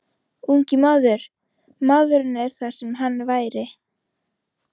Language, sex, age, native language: Icelandic, female, 15, Icelandic